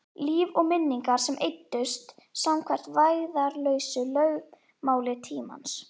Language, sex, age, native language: Icelandic, female, 11, Icelandic